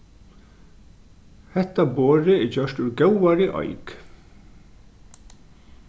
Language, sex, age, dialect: Faroese, male, 36-60, Norðurstreymoy/Eysturoy